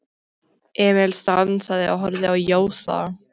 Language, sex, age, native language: Icelandic, female, 13, Icelandic